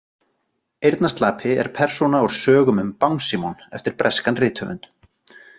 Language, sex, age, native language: Icelandic, other, 40-49, Icelandic